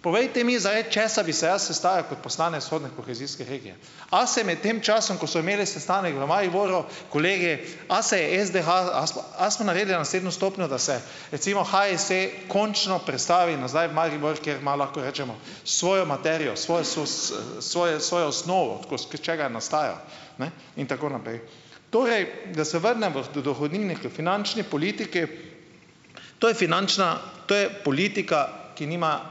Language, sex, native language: Slovenian, male, Slovenian